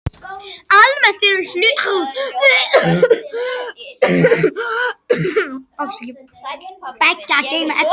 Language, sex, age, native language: Icelandic, male, 60-69, Icelandic